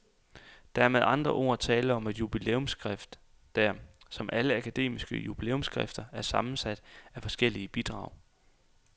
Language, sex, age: Danish, male, 28